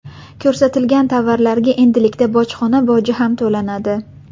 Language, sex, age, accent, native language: Uzbek, female, 18-24, Buxoro, Uzbek